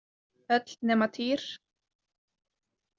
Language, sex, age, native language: Icelandic, female, 20-29, Icelandic